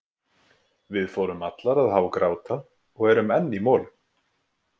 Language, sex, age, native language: Icelandic, male, 20-29, Icelandic